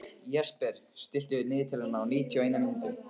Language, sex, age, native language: Icelandic, male, 15, Icelandic